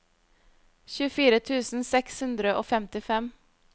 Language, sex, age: Norwegian, female, 25